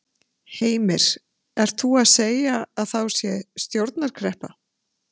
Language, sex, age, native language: Icelandic, female, 50-59, Icelandic